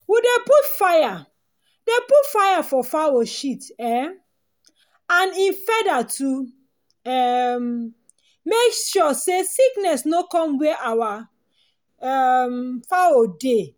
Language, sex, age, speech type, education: Nigerian Pidgin, female, 30-45, spontaneous, tertiary